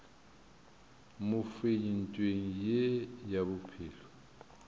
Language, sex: Northern Sotho, male